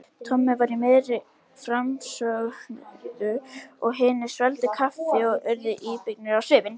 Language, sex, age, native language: Icelandic, female, 70-79, Icelandic